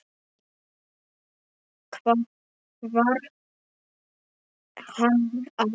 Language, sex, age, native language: Icelandic, male, 7, Polish